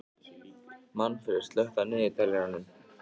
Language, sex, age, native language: Icelandic, male, 18-19, Icelandic